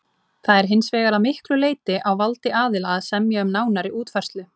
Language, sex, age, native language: Icelandic, female, 20-29, Icelandic